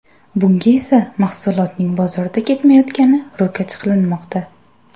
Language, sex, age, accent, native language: Uzbek, female, 18-24, Surxondaryo, Uzbek